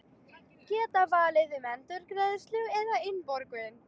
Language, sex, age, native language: Icelandic, female, 18-19, Icelandic